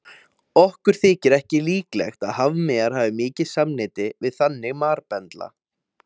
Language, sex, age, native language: Icelandic, male, 20-29, Icelandic